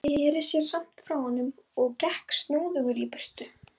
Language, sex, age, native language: Icelandic, female, 12, Icelandic